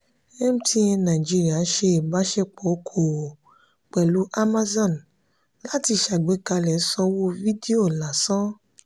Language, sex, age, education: Yoruba, female, 30-45, tertiary